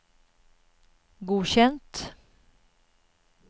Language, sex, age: Norwegian, female, 52